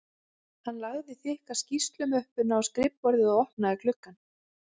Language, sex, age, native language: Icelandic, female, 30-39, Icelandic